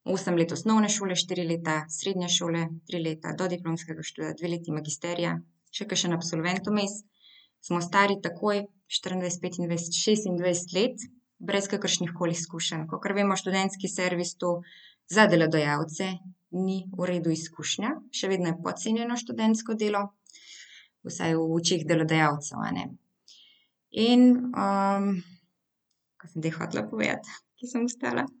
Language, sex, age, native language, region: Slovenian, female, 18-29, Slovenian, Central Slovenia